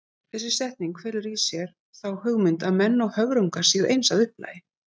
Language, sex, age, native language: Icelandic, female, 50-59, Icelandic